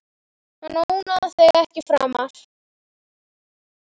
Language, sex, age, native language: Icelandic, female, 10, Icelandic